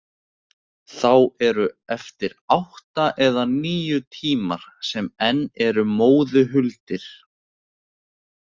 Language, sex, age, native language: Icelandic, male, 18-19, Icelandic